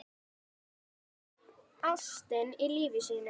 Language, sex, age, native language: Icelandic, female, 10, Icelandic